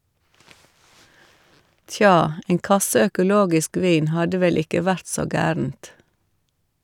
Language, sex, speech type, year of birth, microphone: Norwegian, female, read, 1956, Shure